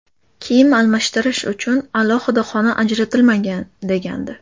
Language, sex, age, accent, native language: Uzbek, female, 18-24, Toshkent shahri, Uzbek